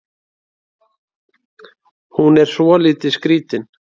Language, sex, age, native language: Icelandic, male, 30-39, Icelandic